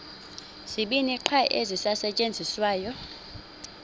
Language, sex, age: Xhosa, female, 26